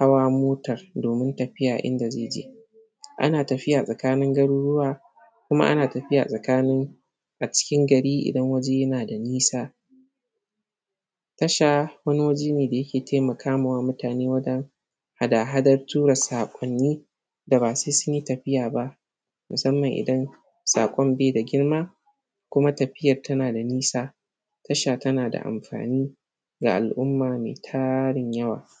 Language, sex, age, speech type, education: Hausa, male, 15-29, spontaneous, primary